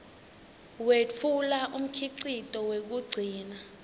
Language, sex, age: Swati, female, 19